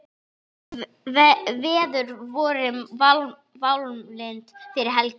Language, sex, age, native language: Icelandic, female, 10, Icelandic